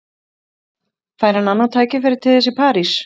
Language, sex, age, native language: Icelandic, female, 30-39, Icelandic